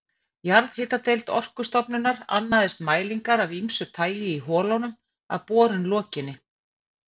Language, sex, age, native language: Icelandic, female, 50-59, Icelandic